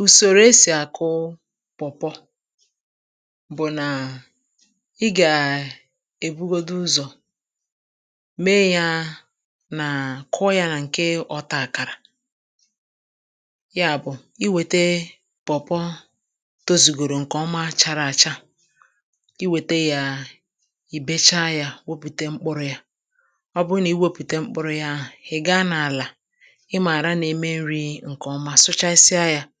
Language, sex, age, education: Igbo, male, 30-45, tertiary